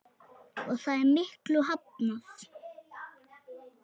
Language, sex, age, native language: Icelandic, male, 7, Icelandic